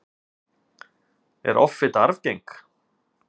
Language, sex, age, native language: Icelandic, male, 50-59, Icelandic